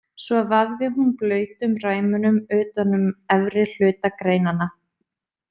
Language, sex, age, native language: Icelandic, female, 30-39, Icelandic